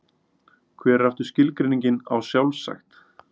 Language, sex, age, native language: Icelandic, male, 30-39, Icelandic